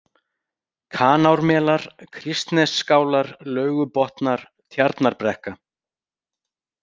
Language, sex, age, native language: Icelandic, male, 40-49, Icelandic